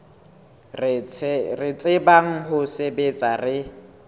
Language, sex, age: Southern Sotho, male, 18